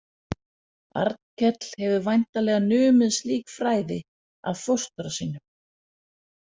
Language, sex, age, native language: Icelandic, female, 40-49, Danish